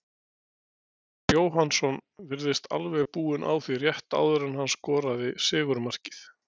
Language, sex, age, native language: Icelandic, male, 60-69, Icelandic